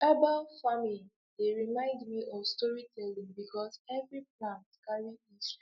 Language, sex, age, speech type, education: Nigerian Pidgin, female, 15-29, spontaneous, tertiary